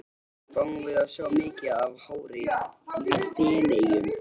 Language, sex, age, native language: Icelandic, male, 13, Icelandic